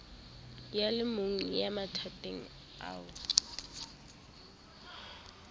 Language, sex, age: Southern Sotho, female, 19